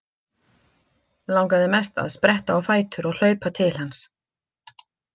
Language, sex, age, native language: Icelandic, female, 50-59, Icelandic